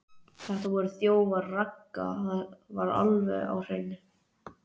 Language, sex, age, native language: Icelandic, male, 11, Icelandic